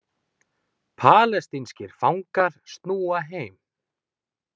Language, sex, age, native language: Icelandic, male, 20-29, Icelandic